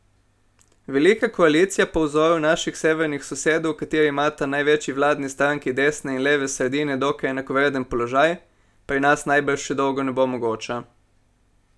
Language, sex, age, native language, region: Slovenian, male, 18-29, Slovenian, Primorsko-notranjska region